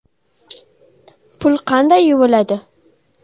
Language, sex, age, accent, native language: Uzbek, female, 12-17, Toshkent shahri, Uzbek